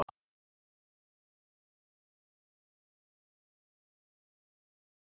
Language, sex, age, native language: Icelandic, male, 50-59, Icelandic